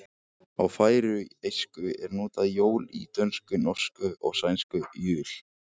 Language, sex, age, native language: Icelandic, male, 18-19, Icelandic